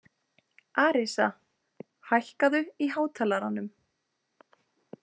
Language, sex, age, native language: Icelandic, female, 20-29, Icelandic